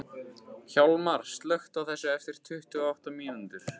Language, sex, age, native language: Icelandic, male, 15, Icelandic